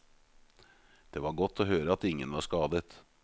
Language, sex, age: Norwegian, male, 38